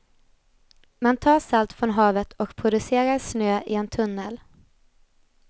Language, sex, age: Swedish, female, 20